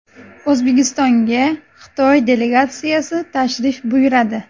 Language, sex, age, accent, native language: Uzbek, female, 18-24, Namangan, Uzbek